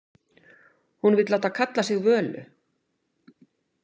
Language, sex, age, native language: Icelandic, female, 50-59, Icelandic